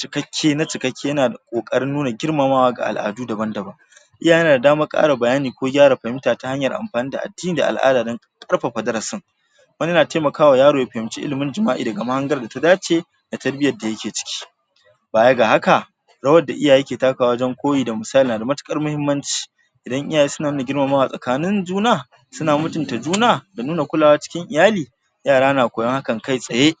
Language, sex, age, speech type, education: Hausa, male, 46-60, spontaneous, tertiary